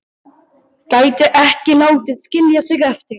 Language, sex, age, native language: Icelandic, male, 12, Icelandic